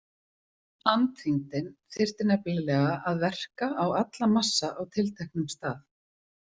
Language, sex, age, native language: Icelandic, female, 40-49, Icelandic